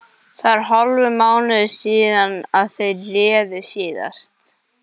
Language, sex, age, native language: Icelandic, male, 11, English